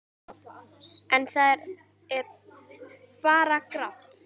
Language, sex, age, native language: Icelandic, female, 10, Icelandic